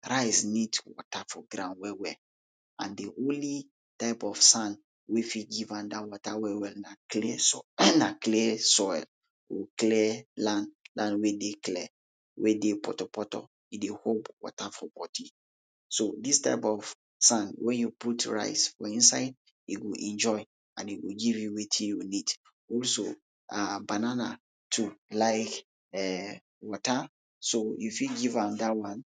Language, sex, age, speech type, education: Nigerian Pidgin, male, 30-45, spontaneous, tertiary